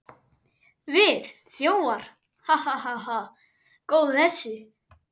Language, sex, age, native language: Icelandic, male, 11, Icelandic